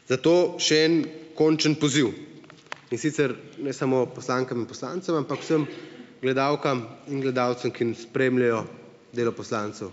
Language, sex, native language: Slovenian, male, Slovenian